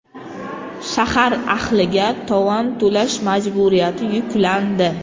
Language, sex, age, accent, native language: Uzbek, female, 25-34, Qashqadaryo, Uzbek